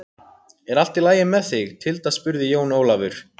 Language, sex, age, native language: Icelandic, other, 18-19, Icelandic